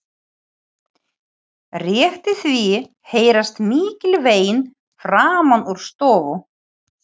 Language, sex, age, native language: Icelandic, female, 40-49, Ukrainian